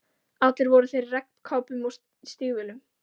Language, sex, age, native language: Icelandic, female, 14, Icelandic